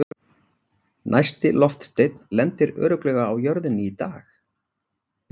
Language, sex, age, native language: Icelandic, male, 40-49, Icelandic